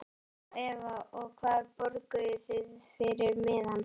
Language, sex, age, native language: Icelandic, female, 11, Icelandic